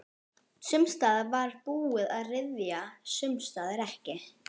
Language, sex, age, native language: Icelandic, female, 12, Icelandic